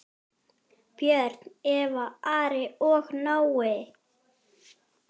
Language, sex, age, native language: Icelandic, female, 8, Icelandic